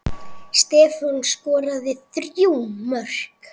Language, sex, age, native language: Icelandic, female, 7, Icelandic